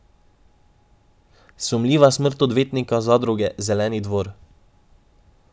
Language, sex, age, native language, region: Slovenian, male, 18-29, Slovenian, Drava region